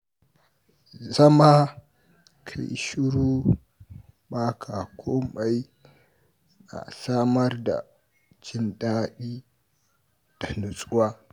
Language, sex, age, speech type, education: Hausa, male, 46-60, read, tertiary